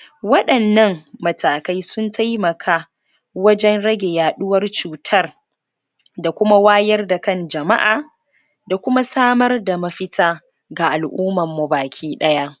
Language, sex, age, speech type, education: Hausa, female, 30-45, spontaneous, tertiary